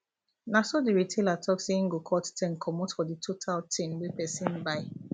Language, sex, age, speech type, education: Nigerian Pidgin, female, 15-29, spontaneous, tertiary